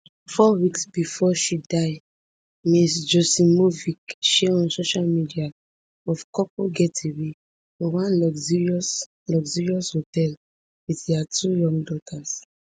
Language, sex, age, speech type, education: Nigerian Pidgin, female, 15-29, spontaneous, tertiary